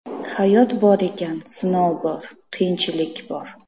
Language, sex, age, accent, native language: Uzbek, female, 25-34, Namangan, Uzbek